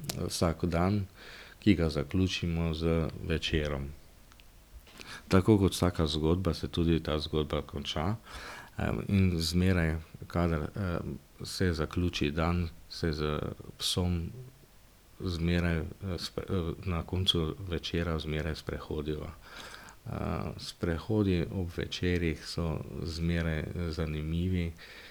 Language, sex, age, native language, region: Slovenian, male, 50-59, Slovenian, Drava region